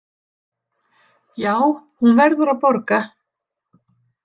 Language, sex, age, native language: Icelandic, female, 60-69, Icelandic